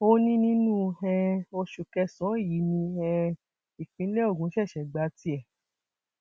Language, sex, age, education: Yoruba, female, 15-29, tertiary